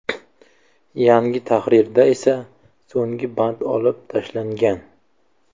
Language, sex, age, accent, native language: Uzbek, male, 25-34, Jizzax, Uzbek